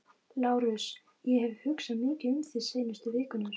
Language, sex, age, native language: Icelandic, female, 13, Icelandic